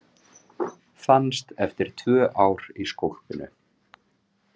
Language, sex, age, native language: Icelandic, male, 30-39, Icelandic